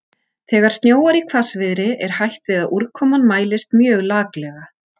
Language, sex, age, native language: Icelandic, female, 40-49, Icelandic